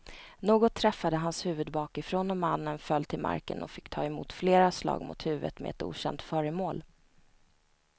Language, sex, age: Swedish, female, 29